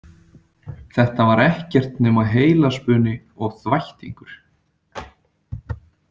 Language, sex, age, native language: Icelandic, male, 30-39, Icelandic